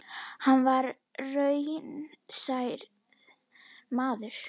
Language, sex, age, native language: Icelandic, female, 10, Icelandic